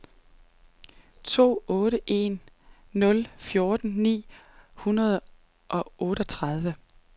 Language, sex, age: Danish, female, 39